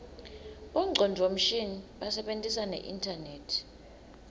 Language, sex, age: Swati, female, 22